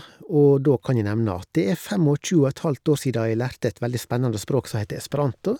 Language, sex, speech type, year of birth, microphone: Norwegian, male, spontaneous, 1970, Shure